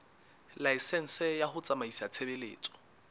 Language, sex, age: Southern Sotho, male, 19